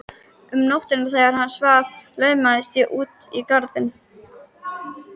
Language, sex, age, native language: Icelandic, female, 13, Icelandic